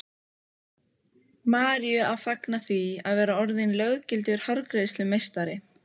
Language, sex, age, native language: Icelandic, female, 15, Icelandic